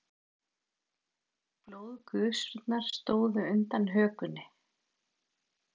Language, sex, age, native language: Icelandic, female, 40-49, Icelandic